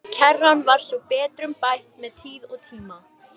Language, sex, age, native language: Icelandic, female, 18-19, Icelandic